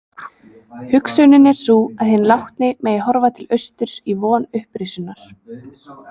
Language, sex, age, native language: Icelandic, female, 20-29, Icelandic